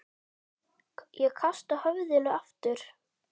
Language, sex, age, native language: Icelandic, male, 10, Icelandic